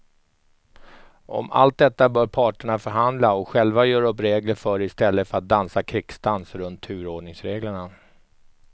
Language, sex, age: Swedish, male, 44